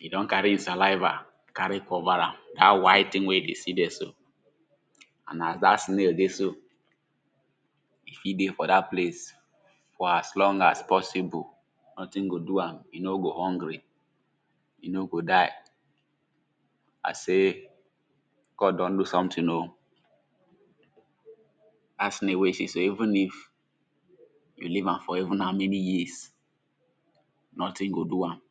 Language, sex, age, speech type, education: Nigerian Pidgin, male, 15-29, spontaneous, tertiary